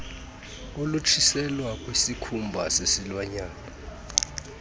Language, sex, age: Xhosa, male, 32